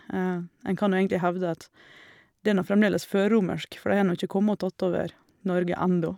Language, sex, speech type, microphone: Norwegian, female, spontaneous, Shure